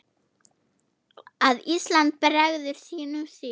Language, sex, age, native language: Icelandic, female, 8, German